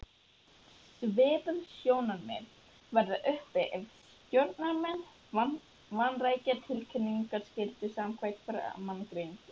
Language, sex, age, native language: Icelandic, female, 11, Icelandic